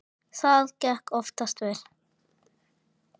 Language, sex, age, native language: Icelandic, male, 9, Icelandic